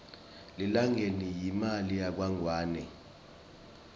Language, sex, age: Swati, male, 24